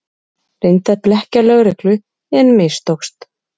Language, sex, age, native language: Icelandic, female, 30-39, Icelandic